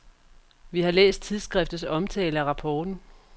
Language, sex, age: Danish, female, 44